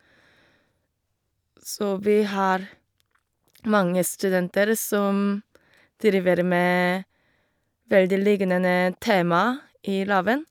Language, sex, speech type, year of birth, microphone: Norwegian, female, spontaneous, 1989, Shure